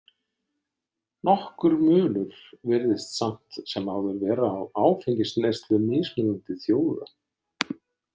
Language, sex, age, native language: Icelandic, male, 60-69, Icelandic